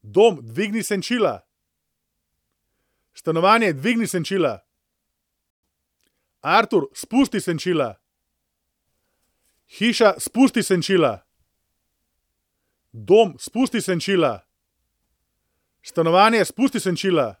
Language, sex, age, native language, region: Slovenian, male, 30-49, Slovenian, Central Slovenia